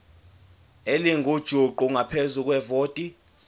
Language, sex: Zulu, male